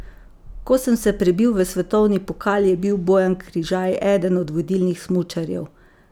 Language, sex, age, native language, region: Slovenian, female, 50-59, Slovenian, Savinja region